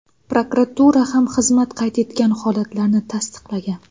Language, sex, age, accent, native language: Uzbek, female, 19-29, Xorazm, Uzbek